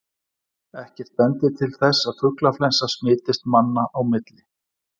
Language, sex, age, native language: Icelandic, male, 40-49, Icelandic